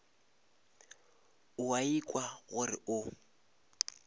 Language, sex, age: Northern Sotho, male, 26